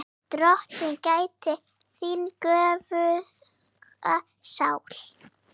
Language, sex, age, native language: Icelandic, female, 8, Icelandic